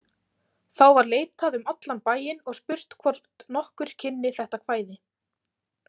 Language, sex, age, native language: Icelandic, female, 18-19, Icelandic